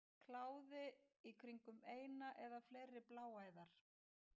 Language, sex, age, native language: Icelandic, female, 50-59, Icelandic